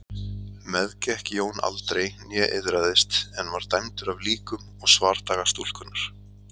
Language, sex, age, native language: Icelandic, male, 30-39, Icelandic